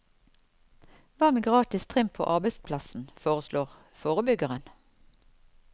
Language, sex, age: Norwegian, female, 54